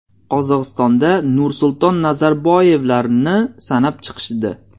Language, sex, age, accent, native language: Uzbek, male, 19-29, Namangan, Uzbek